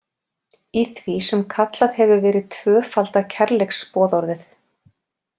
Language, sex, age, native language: Icelandic, female, 40-49, Icelandic